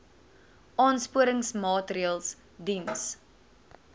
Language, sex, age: Afrikaans, female, 19